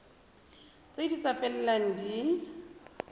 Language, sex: Tswana, female